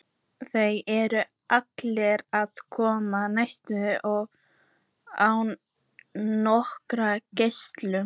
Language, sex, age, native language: Icelandic, female, 14, Icelandic